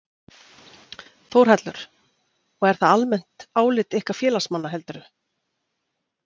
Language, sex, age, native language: Icelandic, female, 40-49, Icelandic